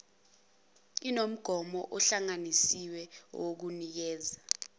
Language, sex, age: Zulu, female, 21